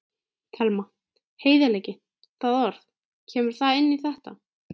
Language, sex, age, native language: Icelandic, female, 13, Icelandic